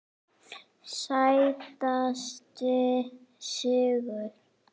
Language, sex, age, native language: Icelandic, female, 8, Icelandic